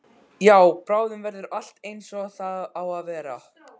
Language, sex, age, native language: Icelandic, male, 12, Icelandic